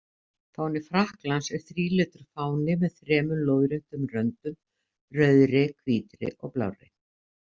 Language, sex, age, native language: Icelandic, female, 50-59, Icelandic